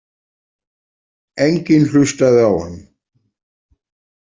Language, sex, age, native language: Icelandic, male, 40-49, Icelandic